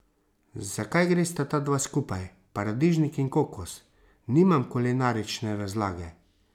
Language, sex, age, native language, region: Slovenian, male, 30-49, Slovenian, Savinja region